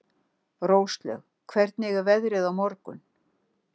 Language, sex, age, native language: Icelandic, female, 60-69, Icelandic